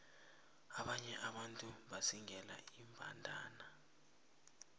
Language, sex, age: South Ndebele, male, 20